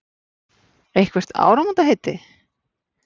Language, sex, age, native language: Icelandic, female, 40-49, Icelandic